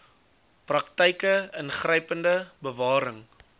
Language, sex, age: Afrikaans, male, 20